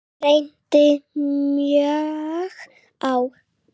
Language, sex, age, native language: Icelandic, female, 8, Icelandic